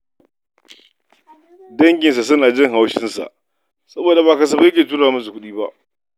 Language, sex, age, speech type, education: Hausa, male, 46-60, read, tertiary